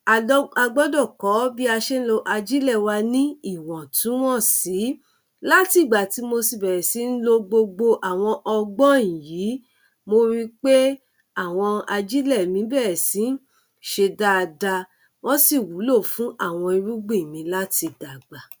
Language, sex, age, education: Yoruba, female, 30-45, tertiary